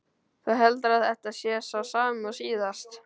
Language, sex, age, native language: Icelandic, male, 12, Icelandic